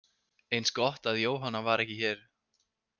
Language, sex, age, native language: Icelandic, male, 20-29, Icelandic